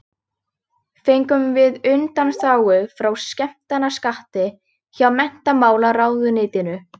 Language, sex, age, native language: Icelandic, female, 13, Icelandic